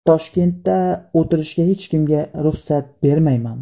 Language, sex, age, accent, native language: Uzbek, male, 18-24, Qashqadaryo, Uzbek